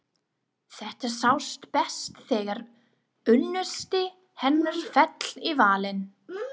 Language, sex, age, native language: Icelandic, female, 30-39, English